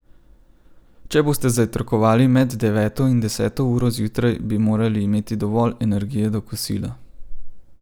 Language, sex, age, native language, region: Slovenian, male, 30-49, Slovenian, Central Slovenia